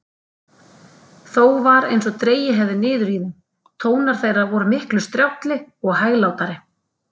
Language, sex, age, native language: Icelandic, female, 30-39, Icelandic